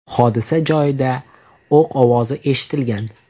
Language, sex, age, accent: Uzbek, male, 18-24, Toshkent shahri